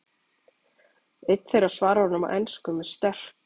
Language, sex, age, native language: Icelandic, female, 40-49, Icelandic